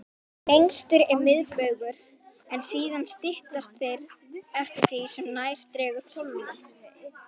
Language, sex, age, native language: Icelandic, female, 18-19, Icelandic